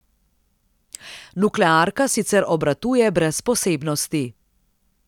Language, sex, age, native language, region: Slovenian, female, 30-49, Slovenian, Central Slovenia